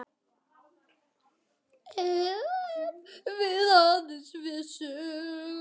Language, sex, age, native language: Icelandic, female, 9, Icelandic